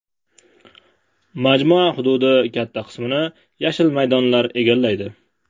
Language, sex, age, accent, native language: Uzbek, male, 18-24, Namangan, Uzbek